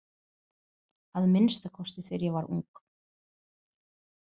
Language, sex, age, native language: Icelandic, female, 30-39, Portuguese